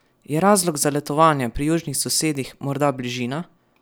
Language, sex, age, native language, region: Slovenian, male, 12-17, Slovenian, Savinja region